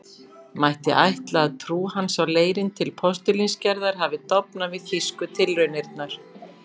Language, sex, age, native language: Icelandic, female, 50-59, Icelandic